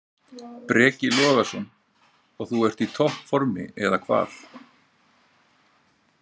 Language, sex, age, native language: Icelandic, male, 40-49, Icelandic